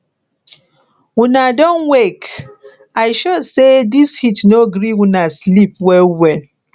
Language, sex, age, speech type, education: Nigerian Pidgin, female, 30-45, spontaneous, tertiary